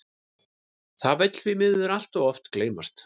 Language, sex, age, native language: Icelandic, male, 30-39, Icelandic